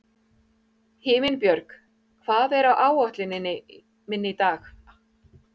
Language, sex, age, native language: Icelandic, female, 40-49, Icelandic